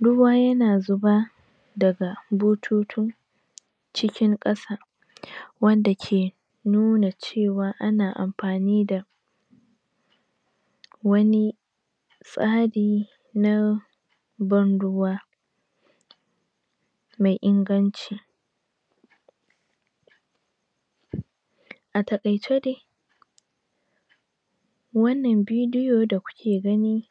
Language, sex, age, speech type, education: Hausa, female, 15-29, spontaneous, tertiary